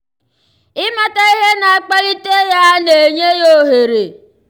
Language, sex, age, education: Igbo, male, 15-29, tertiary